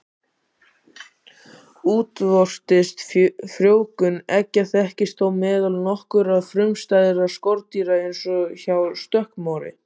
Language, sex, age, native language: Icelandic, male, 18-19, Icelandic